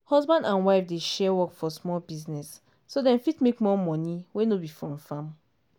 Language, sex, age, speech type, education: Nigerian Pidgin, female, 15-29, spontaneous, tertiary